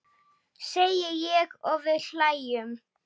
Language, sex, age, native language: Icelandic, male, 8, Icelandic